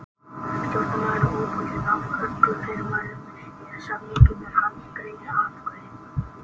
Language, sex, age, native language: Icelandic, male, 18-19, Icelandic